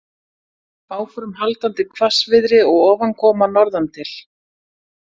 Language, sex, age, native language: Icelandic, female, 40-49, Icelandic